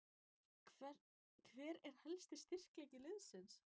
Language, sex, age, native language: Icelandic, female, 14, Icelandic